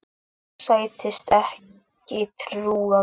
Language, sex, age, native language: Icelandic, male, 8, Icelandic